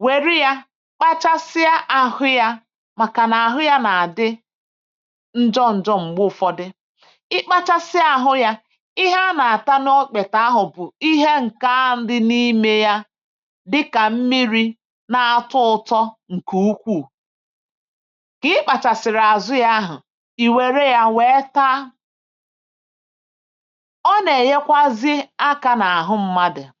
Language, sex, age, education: Igbo, female, 46-60, tertiary